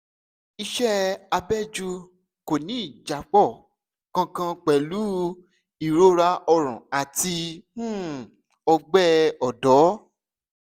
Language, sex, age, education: Yoruba, male, 15-29, secondary